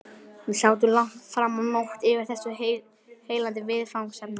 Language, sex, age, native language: Icelandic, male, 11, Icelandic